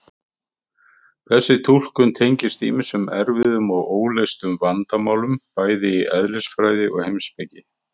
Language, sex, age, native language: Icelandic, male, 50-59, Icelandic